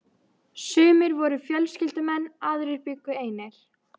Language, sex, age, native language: Icelandic, female, 13, Icelandic